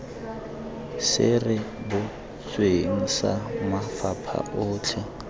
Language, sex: Tswana, male